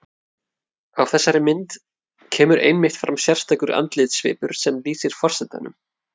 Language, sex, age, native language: Icelandic, male, 30-39, Icelandic